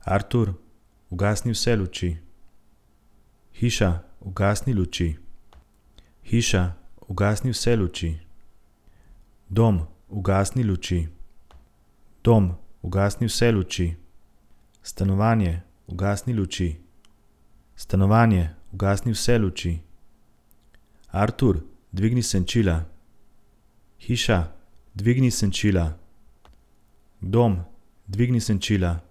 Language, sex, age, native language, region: Slovenian, male, 30-49, Slovenian, Central Slovenia